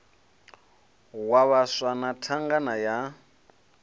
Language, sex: Venda, male